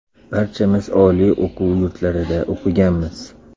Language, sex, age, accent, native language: Uzbek, male, 25-34, Andijon, Uzbek